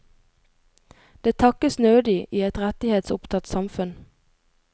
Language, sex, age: Norwegian, female, 22